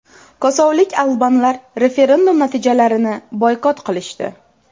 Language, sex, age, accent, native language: Uzbek, female, 18-24, Toshkent viloyati, Uzbek